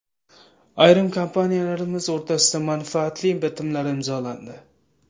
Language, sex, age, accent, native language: Uzbek, male, 18-24, Samarqand, Uzbek